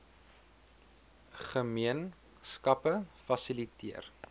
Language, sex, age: Afrikaans, male, 23